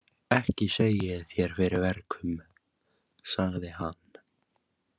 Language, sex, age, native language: Icelandic, male, 18-19, Icelandic